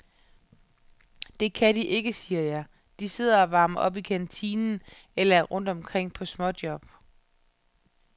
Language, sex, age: Danish, female, 31